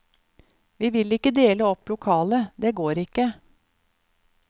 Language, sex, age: Norwegian, female, 50